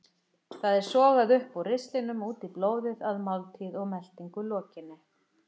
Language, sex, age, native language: Icelandic, female, 50-59, Icelandic